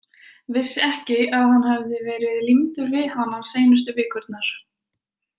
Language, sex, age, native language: Icelandic, female, 20-29, Icelandic